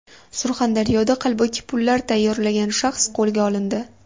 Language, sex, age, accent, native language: Uzbek, female, 18-24, Farg'ona, Uzbek